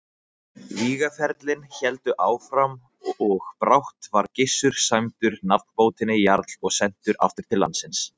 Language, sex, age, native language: Icelandic, male, 20-29, Icelandic